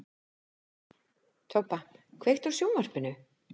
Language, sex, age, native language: Icelandic, female, 50-59, Icelandic